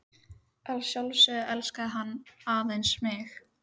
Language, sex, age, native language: Icelandic, female, 13, Icelandic